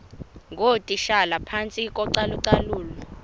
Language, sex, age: Xhosa, female, 20